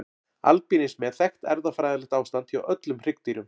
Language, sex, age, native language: Icelandic, male, 40-49, Icelandic